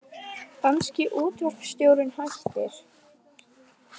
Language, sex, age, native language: Icelandic, female, 20-29, Icelandic